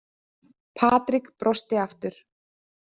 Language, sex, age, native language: Icelandic, female, 30-39, Icelandic